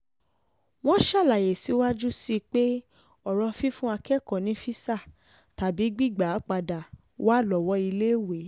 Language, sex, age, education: Yoruba, female, 15-29, tertiary